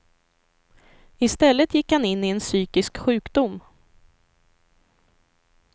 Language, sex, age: Swedish, female, 25